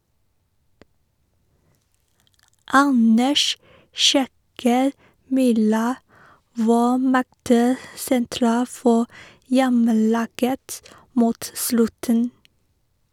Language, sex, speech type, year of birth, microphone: Norwegian, female, read, 1986, Sennheiser